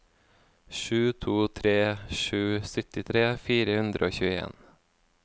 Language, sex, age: Norwegian, male, 24